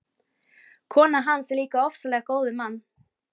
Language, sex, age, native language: Icelandic, female, 12, Icelandic